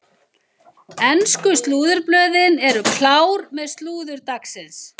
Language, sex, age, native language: Icelandic, female, 50-59, Icelandic